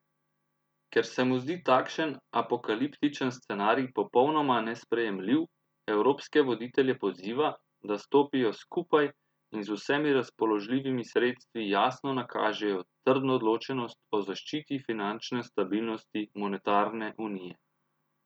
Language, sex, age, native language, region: Slovenian, male, 30-49, Slovenian, Central Slovenia